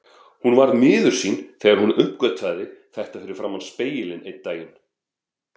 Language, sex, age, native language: Icelandic, male, 40-49, Icelandic